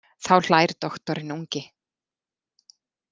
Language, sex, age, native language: Icelandic, female, 40-49, Icelandic